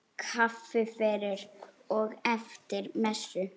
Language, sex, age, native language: Icelandic, female, 8, Icelandic